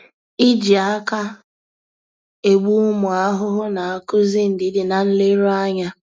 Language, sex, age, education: Igbo, female, 15-29, tertiary